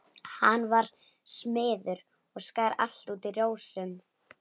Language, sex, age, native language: Icelandic, female, 11, Icelandic